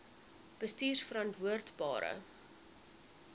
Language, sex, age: Afrikaans, female, 21